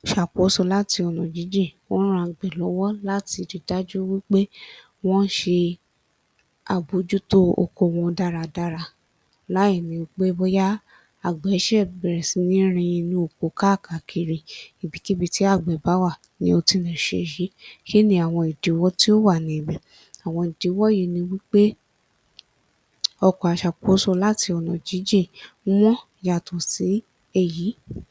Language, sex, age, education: Yoruba, female, 30-45, tertiary